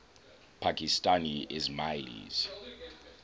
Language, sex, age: English, male, 21